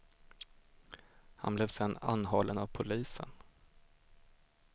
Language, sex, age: Swedish, male, 25